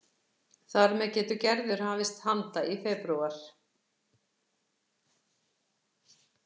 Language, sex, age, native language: Icelandic, female, 60-69, Icelandic